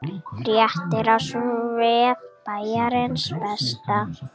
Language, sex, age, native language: Icelandic, female, 40-49, Icelandic